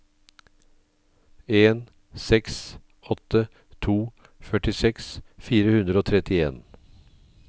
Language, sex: Norwegian, male